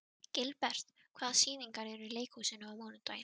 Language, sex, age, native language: Icelandic, female, 12, Icelandic